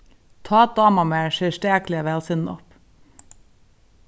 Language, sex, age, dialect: Faroese, female, 36-60, Suðurstreymoy